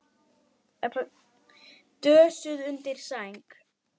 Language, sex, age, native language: Icelandic, male, 10, Icelandic